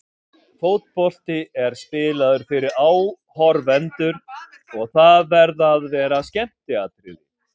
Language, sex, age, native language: Icelandic, male, 50-59, Icelandic